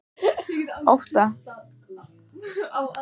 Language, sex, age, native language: Icelandic, female, 14, Icelandic